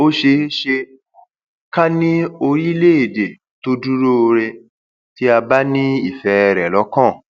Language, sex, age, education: Yoruba, male, 30-45, tertiary